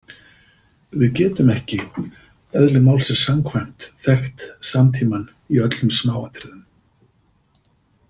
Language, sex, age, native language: Icelandic, male, 50-59, Icelandic